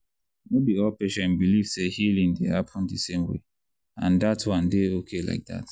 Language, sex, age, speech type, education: Nigerian Pidgin, male, 30-45, spontaneous, tertiary